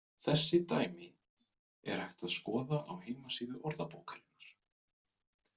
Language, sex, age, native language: Icelandic, male, 20-29, Icelandic